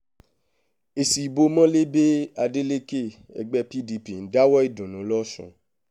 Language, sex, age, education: Yoruba, male, 15-29, tertiary